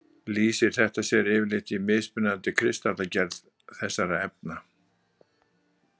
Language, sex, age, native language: Icelandic, male, 60-69, Icelandic